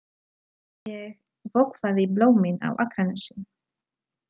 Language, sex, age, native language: Icelandic, female, 30-39, Polish